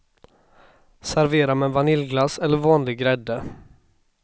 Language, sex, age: Swedish, male, 26